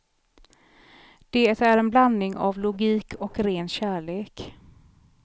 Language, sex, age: Swedish, female, 43